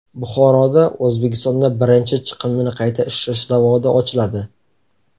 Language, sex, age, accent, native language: Uzbek, male, 18-24, Navoiy, Uzbek